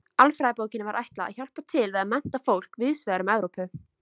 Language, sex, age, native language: Icelandic, female, 20-29, Icelandic